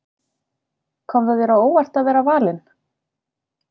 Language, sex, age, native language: Icelandic, female, 30-39, Icelandic